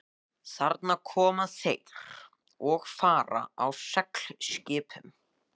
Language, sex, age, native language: Icelandic, male, 14, Icelandic